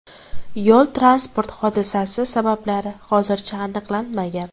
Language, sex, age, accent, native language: Uzbek, female, 18-24, Toshkent viloyati, Uzbek